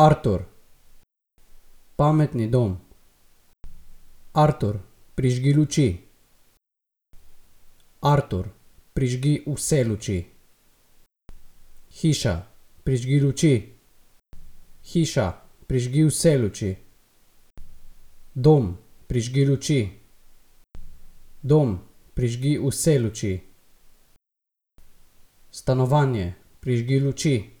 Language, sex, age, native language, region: Slovenian, male, 18-29, Slovenian, Gorica region